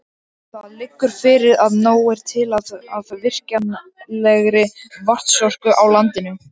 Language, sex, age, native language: Icelandic, male, 18-19, Icelandic